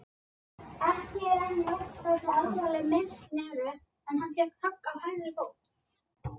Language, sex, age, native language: Icelandic, female, 50-59, Icelandic